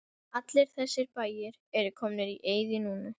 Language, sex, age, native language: Icelandic, female, 12, Icelandic